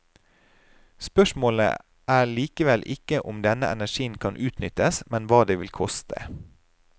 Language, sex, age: Norwegian, male, 30